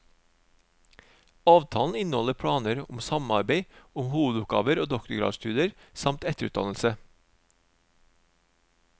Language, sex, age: Norwegian, male, 36